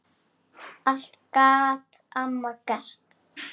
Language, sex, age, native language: Icelandic, female, 7, Icelandic